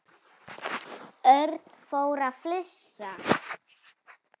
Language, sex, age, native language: Icelandic, female, 7, Icelandic